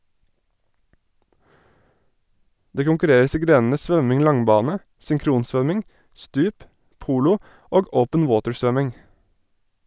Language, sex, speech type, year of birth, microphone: Norwegian, male, read, 1987, Sennheiser